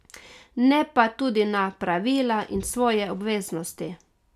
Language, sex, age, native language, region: Slovenian, female, 30-49, Slovenian, Carinthia region